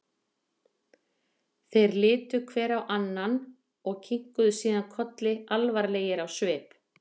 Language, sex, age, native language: Icelandic, female, 40-49, Icelandic